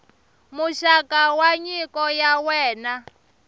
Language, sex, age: Tsonga, female, 23